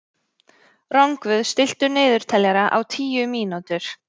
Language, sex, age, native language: Icelandic, female, 30-39, Icelandic